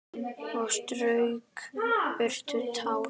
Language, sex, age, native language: Icelandic, male, 10, Icelandic